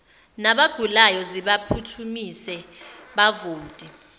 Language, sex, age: Zulu, female, 21